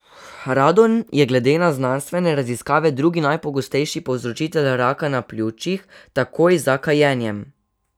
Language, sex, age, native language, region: Slovenian, male, 12-17, Slovenian, Savinja region